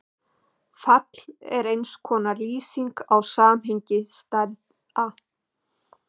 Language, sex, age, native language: Icelandic, female, 50-59, Icelandic